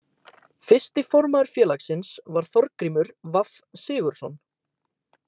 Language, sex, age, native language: Icelandic, male, 18-19, Icelandic